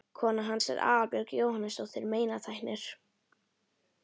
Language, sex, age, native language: Icelandic, female, 11, Icelandic